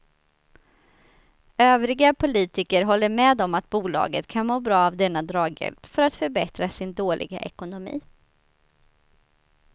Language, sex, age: Swedish, female, 29